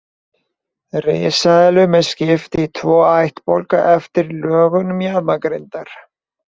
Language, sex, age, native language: Icelandic, male, 20-29, Icelandic